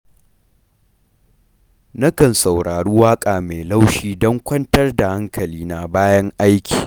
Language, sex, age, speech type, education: Hausa, male, 15-29, read, primary